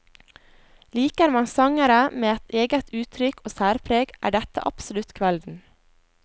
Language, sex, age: Norwegian, female, 21